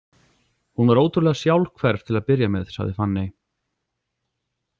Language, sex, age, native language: Icelandic, male, 40-49, Icelandic